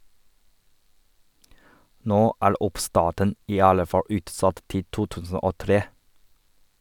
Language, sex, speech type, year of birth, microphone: Norwegian, male, read, 1985, Sennheiser